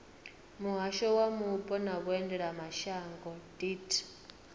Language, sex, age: Venda, female, 39